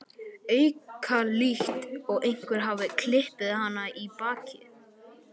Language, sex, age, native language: Icelandic, male, 12, Icelandic